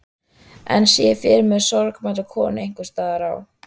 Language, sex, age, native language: Icelandic, female, 13, Icelandic